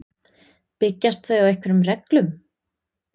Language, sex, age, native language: Icelandic, female, 20-29, Icelandic